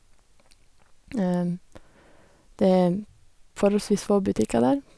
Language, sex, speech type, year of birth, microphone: Norwegian, female, spontaneous, 1991, Sennheiser